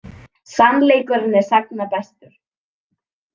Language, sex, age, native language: Icelandic, female, 18-19, Icelandic